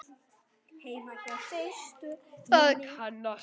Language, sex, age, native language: Icelandic, male, 9, Icelandic